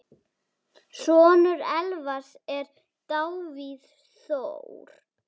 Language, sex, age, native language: Icelandic, female, 7, Icelandic